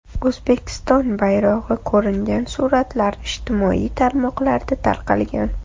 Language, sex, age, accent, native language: Uzbek, female, 25-34, Toshkent shahri, Uzbek